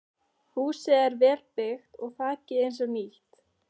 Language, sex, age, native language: Icelandic, female, 13, Icelandic